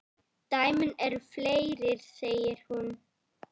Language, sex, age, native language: Icelandic, female, 9, Icelandic